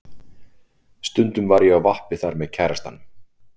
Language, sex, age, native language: Icelandic, male, 40-49, Icelandic